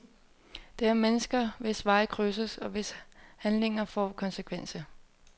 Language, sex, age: Danish, female, 24